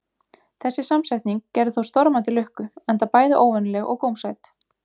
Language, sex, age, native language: Icelandic, female, 20-29, Icelandic